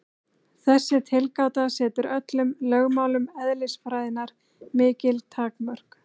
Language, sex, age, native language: Icelandic, female, 30-39, Icelandic